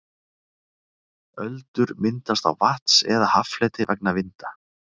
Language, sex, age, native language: Icelandic, male, 30-39, Icelandic